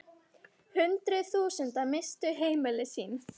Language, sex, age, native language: Icelandic, female, 18-19, Icelandic